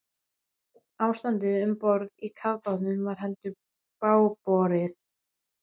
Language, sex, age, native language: Icelandic, female, 13, Icelandic